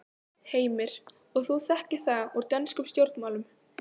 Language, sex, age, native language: Icelandic, female, 15, Icelandic